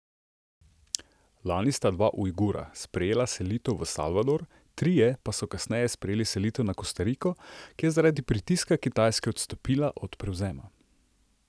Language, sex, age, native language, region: Slovenian, male, 30-49, Slovenian, Central Slovenia